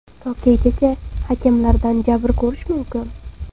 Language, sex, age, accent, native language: Uzbek, female, 18-24, Surxondaryo, Uzbek